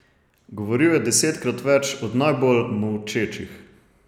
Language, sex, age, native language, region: Slovenian, male, 30-49, Slovenian, Savinja region